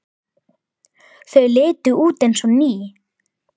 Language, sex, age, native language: Icelandic, male, 11, Icelandic